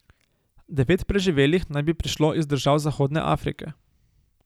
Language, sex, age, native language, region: Slovenian, male, 18-29, Slovenian, Savinja region